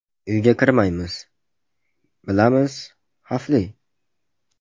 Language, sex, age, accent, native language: Uzbek, male, 18-24, Farg'ona, Uzbek